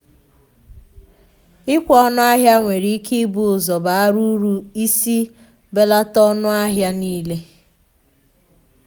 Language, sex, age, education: Igbo, female, 15-29, tertiary